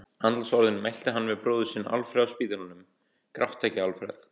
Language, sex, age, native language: Icelandic, male, 18-19, Icelandic